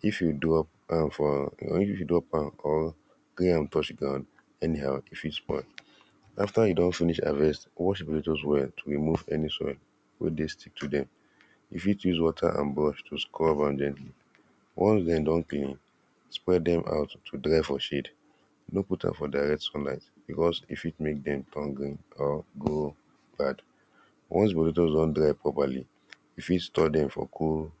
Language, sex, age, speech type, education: Nigerian Pidgin, male, 15-29, spontaneous, primary